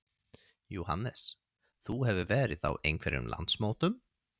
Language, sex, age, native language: Icelandic, male, 30-39, Swedish